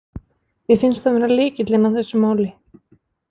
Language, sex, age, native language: Icelandic, female, 20-29, Icelandic